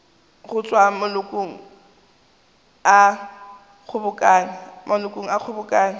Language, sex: Northern Sotho, female